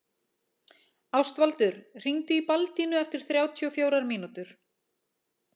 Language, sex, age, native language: Icelandic, female, 40-49, Icelandic